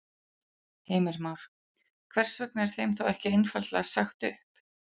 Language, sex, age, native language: Icelandic, female, 40-49, Icelandic